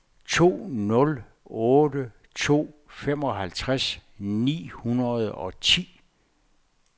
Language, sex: Danish, male